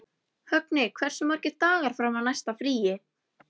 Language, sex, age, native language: Icelandic, female, 11, Icelandic